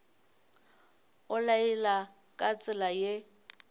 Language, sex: Northern Sotho, female